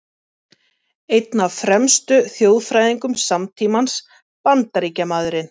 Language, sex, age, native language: Icelandic, female, 40-49, Icelandic